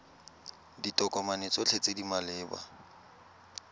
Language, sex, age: Tswana, male, 22